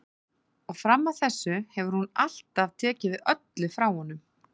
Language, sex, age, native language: Icelandic, female, 40-49, Icelandic